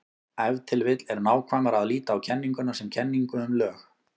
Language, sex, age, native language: Icelandic, male, 18-19, Icelandic